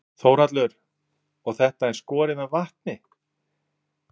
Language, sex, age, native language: Icelandic, male, 40-49, Icelandic